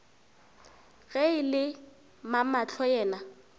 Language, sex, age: Northern Sotho, female, 24